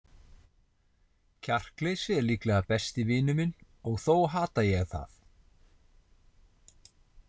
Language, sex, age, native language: Icelandic, male, 40-49, Icelandic